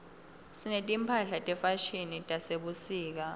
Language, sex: Swati, female